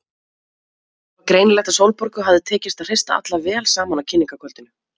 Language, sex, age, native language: Icelandic, female, 30-39, Icelandic